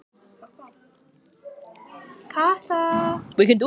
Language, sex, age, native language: Icelandic, female, 14, Icelandic